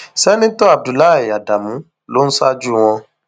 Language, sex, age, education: Yoruba, male, 15-29, tertiary